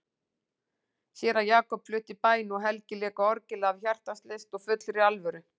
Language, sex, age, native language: Icelandic, female, 40-49, Icelandic